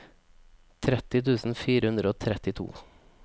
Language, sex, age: Norwegian, male, 24